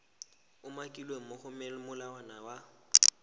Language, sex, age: Tswana, male, 19